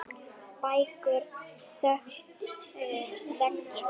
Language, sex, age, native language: Icelandic, female, 10, Icelandic